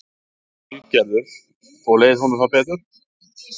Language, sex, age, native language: Icelandic, male, 50-59, Icelandic